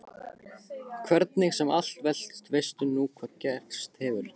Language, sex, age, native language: Icelandic, male, 15, Icelandic